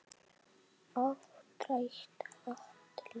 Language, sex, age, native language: Icelandic, male, 7, Icelandic